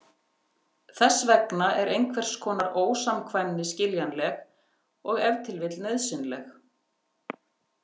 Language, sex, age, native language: Icelandic, female, 50-59, Icelandic